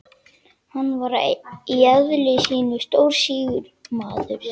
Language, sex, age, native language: Icelandic, male, 11, Icelandic